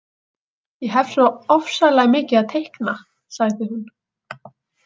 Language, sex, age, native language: Icelandic, female, 18-19, Icelandic